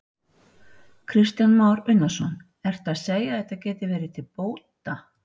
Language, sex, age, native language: Icelandic, female, 60-69, Icelandic